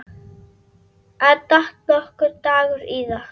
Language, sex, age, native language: Icelandic, female, 9, Icelandic